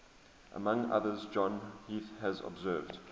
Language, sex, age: English, male, 23